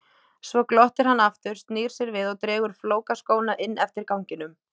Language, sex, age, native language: Icelandic, female, 18-19, Icelandic